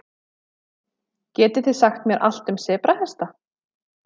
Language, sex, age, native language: Icelandic, female, 30-39, Icelandic